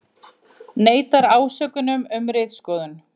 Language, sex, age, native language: Icelandic, female, 40-49, Icelandic